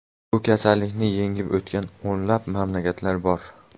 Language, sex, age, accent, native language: Uzbek, male, 18-24, Namangan, Uzbek